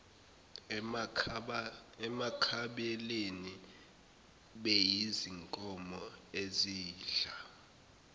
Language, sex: Zulu, male